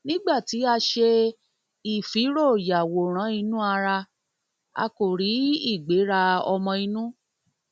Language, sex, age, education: Yoruba, female, 30-45, tertiary